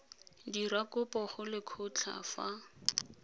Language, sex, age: Tswana, female, 22